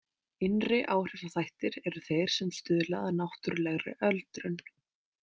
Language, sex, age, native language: Icelandic, female, 20-29, Icelandic